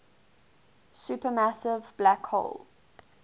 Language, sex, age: English, female, 19